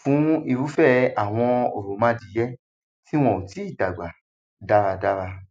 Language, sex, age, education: Yoruba, male, 30-45, secondary